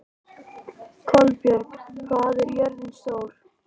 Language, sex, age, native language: Icelandic, male, 11, Icelandic